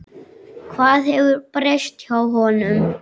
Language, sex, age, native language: Icelandic, male, 6, Icelandic